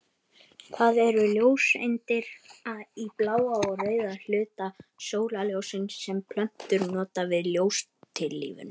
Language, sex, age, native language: Icelandic, male, 18-19, Icelandic